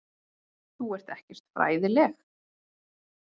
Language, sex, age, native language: Icelandic, female, 20-29, Icelandic